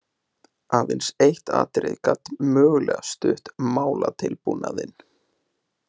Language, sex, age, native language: Icelandic, male, 20-29, Icelandic